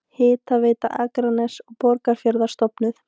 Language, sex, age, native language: Icelandic, female, 18-19, Icelandic